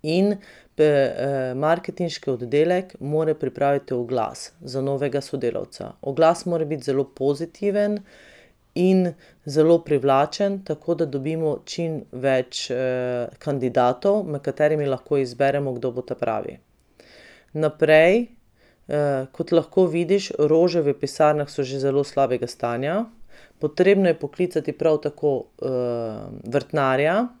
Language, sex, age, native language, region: Slovenian, female, 30-49, Slovenian, Pomurje region